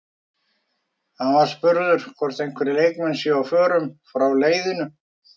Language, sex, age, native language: Icelandic, male, 50-59, Icelandic